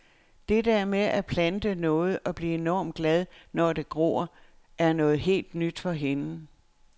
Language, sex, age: Danish, female, 69